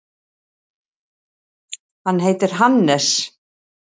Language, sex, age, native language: Icelandic, female, 60-69, Icelandic